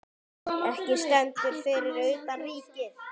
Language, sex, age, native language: Icelandic, male, 10, Icelandic